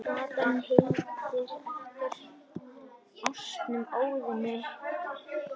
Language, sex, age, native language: Icelandic, male, 10, Icelandic